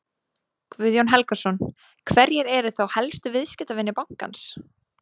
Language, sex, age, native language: Icelandic, female, 20-29, Icelandic